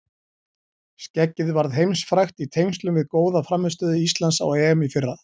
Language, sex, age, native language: Icelandic, male, 40-49, Icelandic